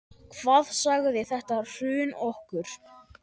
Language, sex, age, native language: Icelandic, male, 10, Icelandic